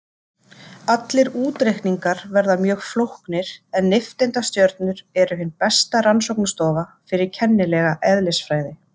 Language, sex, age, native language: Icelandic, female, 30-39, Icelandic